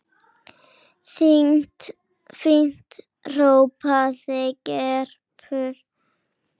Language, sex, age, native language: Icelandic, female, 10, Icelandic